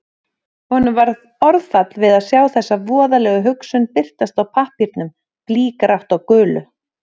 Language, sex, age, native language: Icelandic, female, 30-39, Icelandic